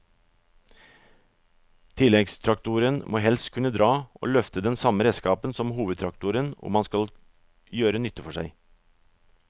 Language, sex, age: Norwegian, male, 44